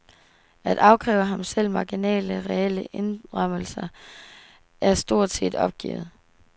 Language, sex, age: Danish, female, 18